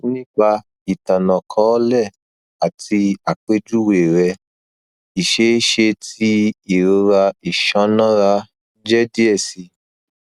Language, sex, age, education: Yoruba, male, 15-29, tertiary